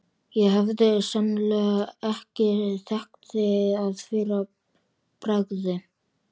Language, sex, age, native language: Icelandic, male, 12, Icelandic